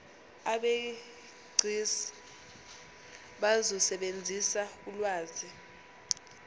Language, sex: Zulu, female